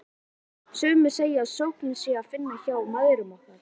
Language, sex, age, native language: Icelandic, male, 11, Icelandic